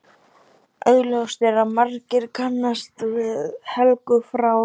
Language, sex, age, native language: Icelandic, male, 12, Icelandic